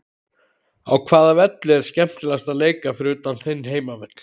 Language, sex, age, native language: Icelandic, male, 30-39, Icelandic